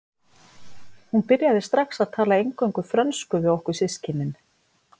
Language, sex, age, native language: Icelandic, female, 50-59, Icelandic